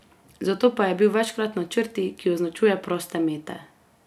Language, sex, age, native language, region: Slovenian, female, 18-29, Slovenian, Carinthia region